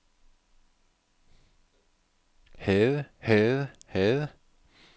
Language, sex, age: Danish, male, 51